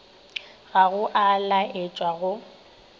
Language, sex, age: Northern Sotho, female, 23